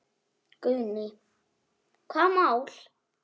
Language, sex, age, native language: Icelandic, female, 9, Icelandic